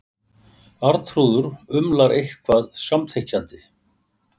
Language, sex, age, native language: Icelandic, male, 60-69, Icelandic